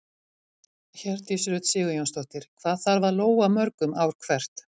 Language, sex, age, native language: Icelandic, female, 50-59, Icelandic